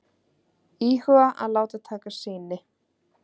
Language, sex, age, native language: Icelandic, female, 30-39, Icelandic